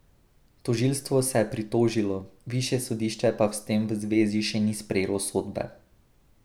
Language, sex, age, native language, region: Slovenian, male, 18-29, Slovenian, Drava region